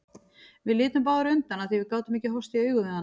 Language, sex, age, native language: Icelandic, female, 40-49, Icelandic